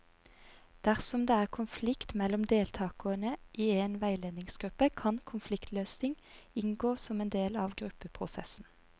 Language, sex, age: Norwegian, female, 30